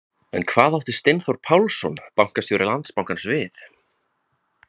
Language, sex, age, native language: Icelandic, male, 20-29, Icelandic